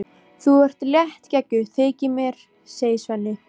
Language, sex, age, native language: Icelandic, female, 13, Icelandic